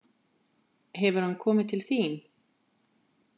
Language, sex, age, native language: Icelandic, female, 50-59, Icelandic